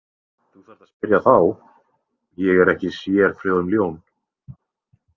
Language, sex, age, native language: Icelandic, male, 20-29, Icelandic